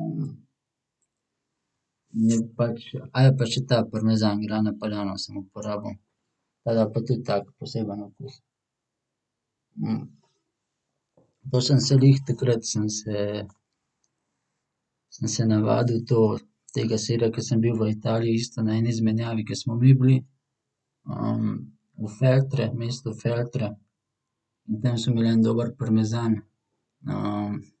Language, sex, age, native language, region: Slovenian, male, 18-29, Slovenian, Central Slovenia